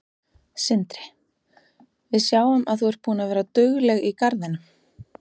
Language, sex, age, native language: Icelandic, female, 30-39, Icelandic